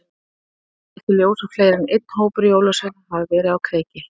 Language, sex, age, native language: Icelandic, female, 30-39, Icelandic